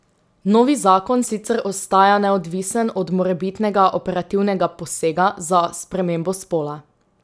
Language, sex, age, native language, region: Slovenian, female, 18-29, Slovenian, Drava region